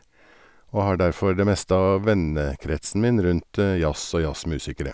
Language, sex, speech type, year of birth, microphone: Norwegian, male, spontaneous, 1961, Sennheiser